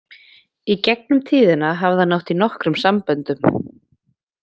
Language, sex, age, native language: Icelandic, female, 20-29, Icelandic